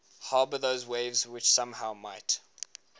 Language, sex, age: English, male, 19